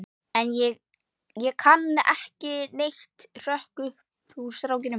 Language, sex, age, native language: Icelandic, male, 11, Icelandic